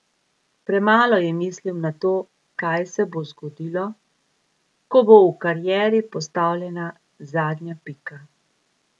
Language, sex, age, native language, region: Slovenian, female, 50-59, Slovenian, Gorica region